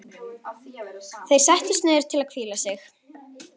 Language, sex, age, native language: Icelandic, female, 12, Icelandic